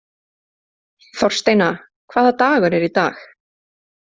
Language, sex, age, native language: Icelandic, female, 30-39, Icelandic